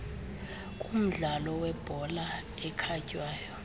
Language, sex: Xhosa, female